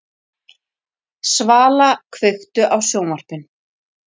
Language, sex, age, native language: Icelandic, female, 40-49, Icelandic